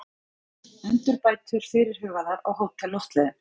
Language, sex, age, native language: Icelandic, female, 40-49, Icelandic